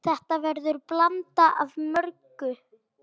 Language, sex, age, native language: Icelandic, male, 9, Icelandic